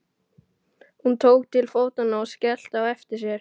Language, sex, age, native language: Icelandic, male, 12, Icelandic